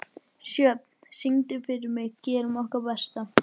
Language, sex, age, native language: Icelandic, female, 12, Icelandic